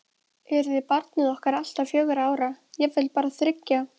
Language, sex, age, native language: Icelandic, female, 12, Icelandic